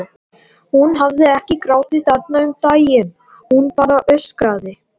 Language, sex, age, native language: Icelandic, male, 18-19, Latvian